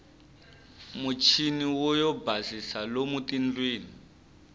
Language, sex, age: Tsonga, male, 25